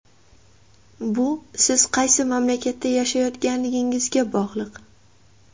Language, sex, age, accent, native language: Uzbek, female, 18-24, Andijon, Uzbek